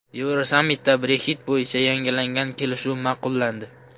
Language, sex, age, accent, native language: Uzbek, male, 18-24, Xorazm, Uzbek